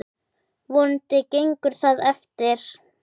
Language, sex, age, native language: Icelandic, female, 9, Icelandic